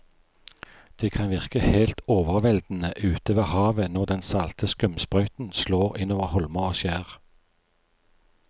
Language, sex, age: Norwegian, male, 43